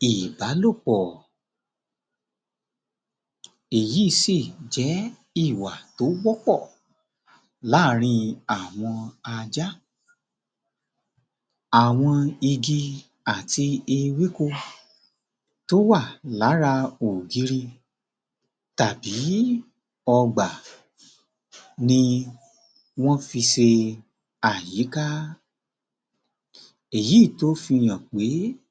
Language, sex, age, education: Yoruba, male, 30-45, tertiary